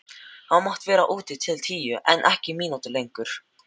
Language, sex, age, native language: Icelandic, male, 12, Filipino